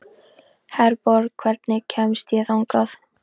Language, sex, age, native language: Icelandic, female, 13, Icelandic